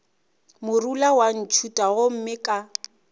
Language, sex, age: Northern Sotho, female, 24